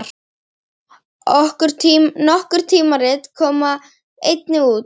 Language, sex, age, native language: Icelandic, female, 10, Icelandic